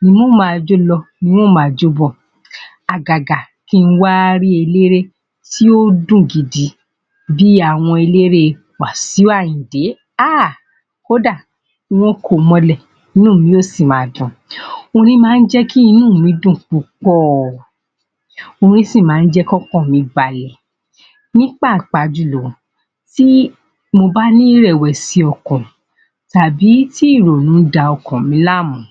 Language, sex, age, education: Yoruba, female, 15-29, tertiary